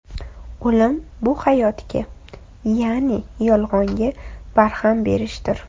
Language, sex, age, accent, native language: Uzbek, female, 25-34, Toshkent shahri, Uzbek